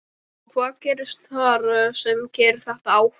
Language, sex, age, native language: Icelandic, male, 12, Icelandic